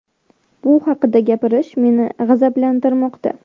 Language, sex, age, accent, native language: Uzbek, female, under 19, Sirdaryo, Uzbek